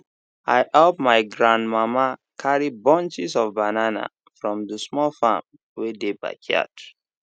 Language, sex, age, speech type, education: Nigerian Pidgin, male, 15-29, spontaneous, tertiary